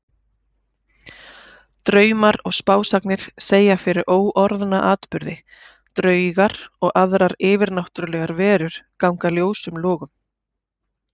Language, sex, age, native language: Icelandic, female, 40-49, Icelandic